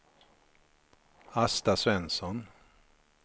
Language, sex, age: Swedish, male, 53